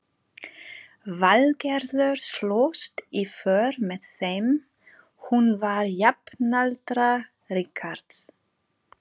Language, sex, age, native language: Icelandic, female, 40-49, German